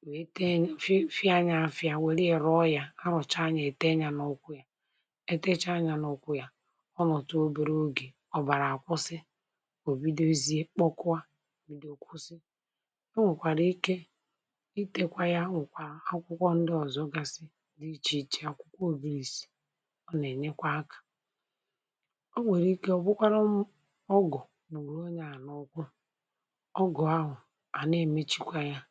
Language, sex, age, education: Igbo, male, 46-60, tertiary